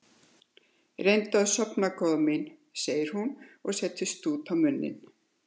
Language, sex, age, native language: Icelandic, female, 70-79, Icelandic